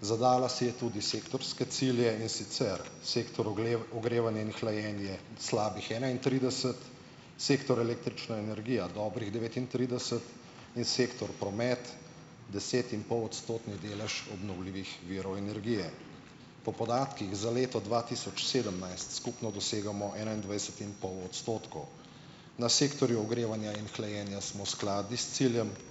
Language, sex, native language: Slovenian, male, Slovenian